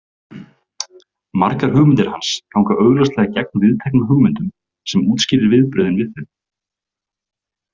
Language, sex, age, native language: Icelandic, male, 20-29, Icelandic